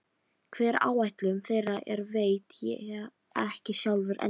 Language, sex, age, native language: Icelandic, female, 13, Icelandic